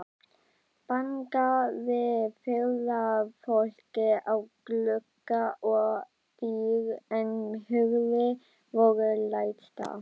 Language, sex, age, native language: Icelandic, female, 12, Icelandic